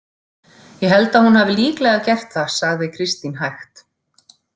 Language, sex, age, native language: Icelandic, female, 40-49, Icelandic